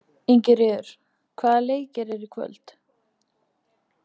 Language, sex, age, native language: Icelandic, female, 20-29, Icelandic